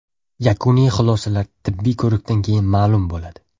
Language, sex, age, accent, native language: Uzbek, male, 12-17, Toshkent shahri, Uzbek